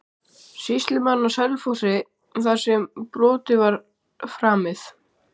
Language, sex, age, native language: Icelandic, male, 12, Icelandic